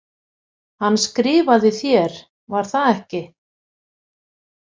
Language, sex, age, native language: Icelandic, female, 50-59, Icelandic